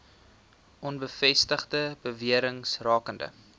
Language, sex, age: Afrikaans, male, 20